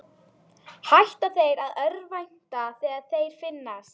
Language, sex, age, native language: Icelandic, female, 12, Icelandic